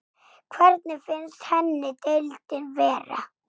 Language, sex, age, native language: Icelandic, female, 6, Icelandic